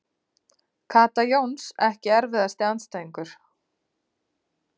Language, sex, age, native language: Icelandic, female, 30-39, Icelandic